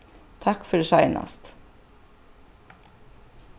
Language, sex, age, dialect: Faroese, female, 36-60, Suðuroy